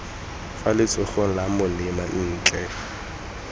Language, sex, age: Tswana, male, 18